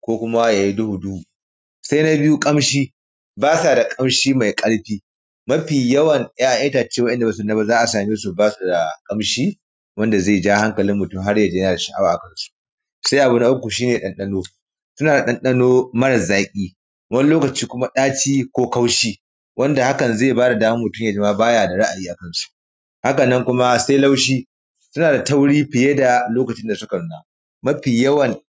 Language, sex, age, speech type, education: Hausa, male, 30-45, spontaneous, primary